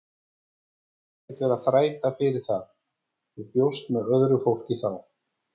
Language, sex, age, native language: Icelandic, male, 40-49, Icelandic